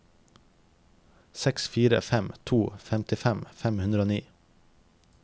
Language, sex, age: Norwegian, male, 21